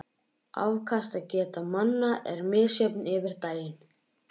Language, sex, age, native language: Icelandic, male, 11, Icelandic